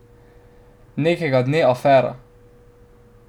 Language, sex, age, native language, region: Slovenian, male, 12-17, Slovenian, Drava region